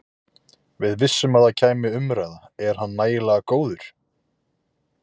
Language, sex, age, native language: Icelandic, male, 20-29, Icelandic